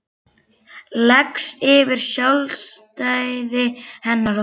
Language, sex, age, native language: Icelandic, female, 11, Icelandic